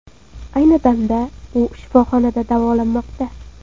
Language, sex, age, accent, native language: Uzbek, female, 18-24, Surxondaryo, Uzbek